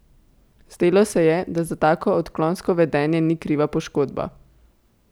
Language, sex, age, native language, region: Slovenian, female, 18-29, Slovenian, Central Slovenia